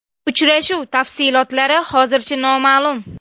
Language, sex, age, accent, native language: Uzbek, female, 19-29, Namangan, Uzbek